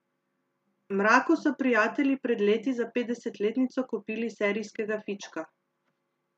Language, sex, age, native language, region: Slovenian, female, 30-49, Slovenian, Central Slovenia